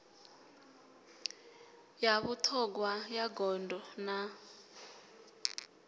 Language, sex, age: Venda, female, 25